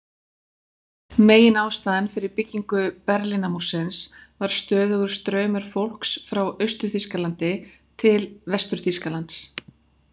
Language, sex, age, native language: Icelandic, female, 40-49, Icelandic